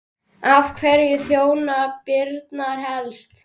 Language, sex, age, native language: Icelandic, male, 10, Icelandic